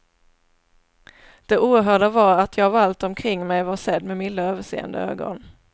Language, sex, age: Swedish, female, 27